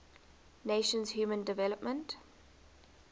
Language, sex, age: English, female, 20